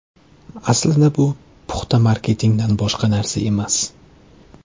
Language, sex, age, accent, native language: Uzbek, male, 25-34, Farg'ona, Uzbek